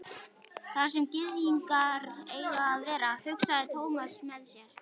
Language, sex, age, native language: Icelandic, male, 11, Icelandic